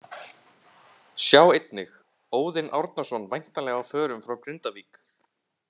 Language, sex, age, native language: Icelandic, male, 18-19, Icelandic